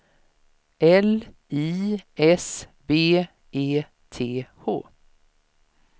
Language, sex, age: Swedish, female, 56